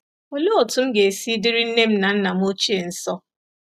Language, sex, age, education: Igbo, female, 30-45, tertiary